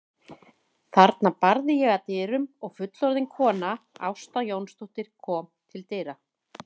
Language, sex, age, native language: Icelandic, female, 30-39, Icelandic